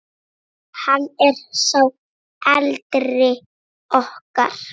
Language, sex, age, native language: Icelandic, female, 6, Icelandic